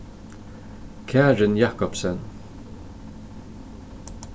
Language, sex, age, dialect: Faroese, male, 36-60, Suðurstreymoy